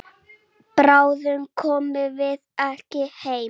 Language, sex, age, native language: Icelandic, female, 8, Icelandic